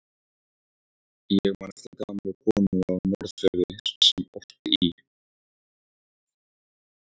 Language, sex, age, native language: Icelandic, male, 14, Icelandic